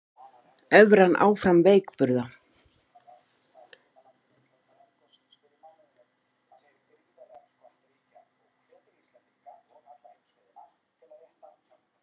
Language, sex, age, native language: Icelandic, female, 50-59, Icelandic